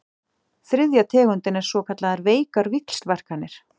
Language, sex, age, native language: Icelandic, female, 40-49, Icelandic